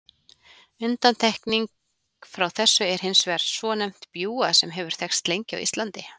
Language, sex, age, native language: Icelandic, female, 40-49, Icelandic